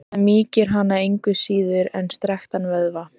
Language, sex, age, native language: Icelandic, female, 14, Icelandic